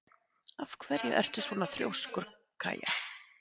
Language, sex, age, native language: Icelandic, female, 50-59, Icelandic